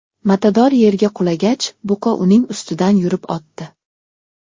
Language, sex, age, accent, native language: Uzbek, male, 19-29, Xorazm, Uzbek